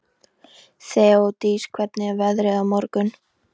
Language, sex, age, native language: Icelandic, female, 13, Icelandic